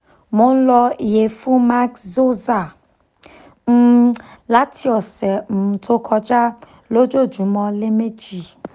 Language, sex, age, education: Yoruba, female, 15-29, tertiary